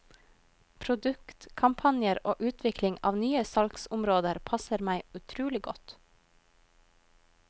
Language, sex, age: Norwegian, female, 21